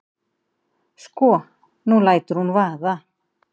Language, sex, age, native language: Icelandic, female, 50-59, Icelandic